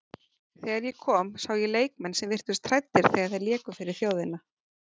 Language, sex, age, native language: Icelandic, female, 40-49, Icelandic